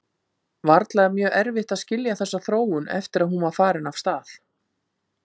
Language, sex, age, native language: Icelandic, female, 50-59, Icelandic